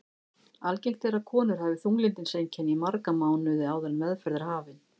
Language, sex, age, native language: Icelandic, female, 50-59, Icelandic